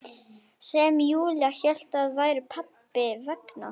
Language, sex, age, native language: Icelandic, female, 11, Icelandic